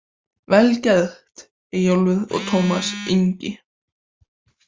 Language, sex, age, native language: Icelandic, male, 18-19, Icelandic